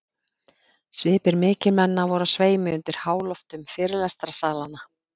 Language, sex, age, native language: Icelandic, female, 50-59, Icelandic